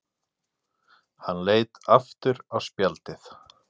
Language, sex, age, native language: Icelandic, male, 40-49, Icelandic